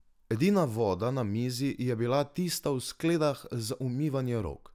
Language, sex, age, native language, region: Slovenian, male, 18-29, Slovenian, Drava region